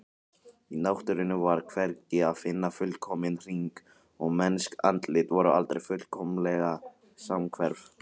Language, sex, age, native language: Icelandic, male, 18-19, Icelandic